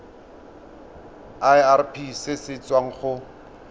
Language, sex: Tswana, male